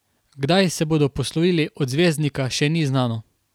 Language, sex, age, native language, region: Slovenian, male, 18-29, Slovenian, Carinthia region